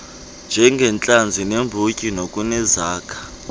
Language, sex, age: Xhosa, male, 20